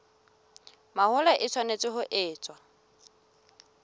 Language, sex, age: Southern Sotho, female, 18